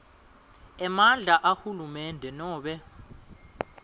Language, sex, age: Swati, male, 22